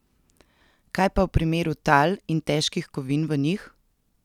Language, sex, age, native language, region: Slovenian, female, 30-49, Slovenian, Central Slovenia